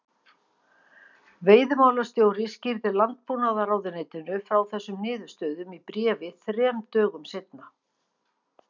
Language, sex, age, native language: Icelandic, female, 50-59, Icelandic